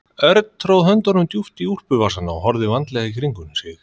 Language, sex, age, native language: Icelandic, male, 30-39, Icelandic